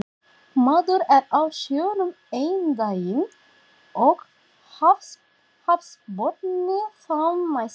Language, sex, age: Icelandic, female, 40-49